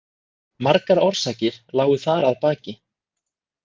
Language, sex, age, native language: Icelandic, male, 20-29, Icelandic